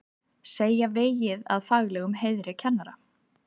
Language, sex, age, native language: Icelandic, female, 30-39, Icelandic